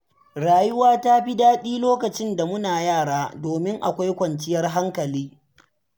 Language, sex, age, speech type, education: Hausa, male, 15-29, read, secondary